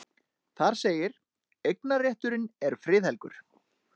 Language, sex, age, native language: Icelandic, male, 30-39, Icelandic